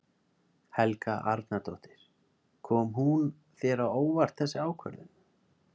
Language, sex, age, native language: Icelandic, male, 30-39, Icelandic